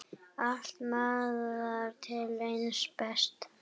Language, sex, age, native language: Icelandic, female, 8, Icelandic